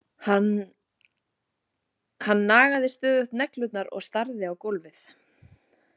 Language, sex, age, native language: Icelandic, female, 40-49, Icelandic